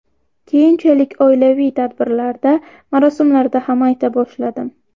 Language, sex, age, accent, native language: Uzbek, female, 12-17, Xorazm, Uzbek